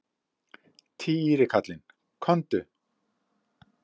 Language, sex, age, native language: Icelandic, male, 70-79, Icelandic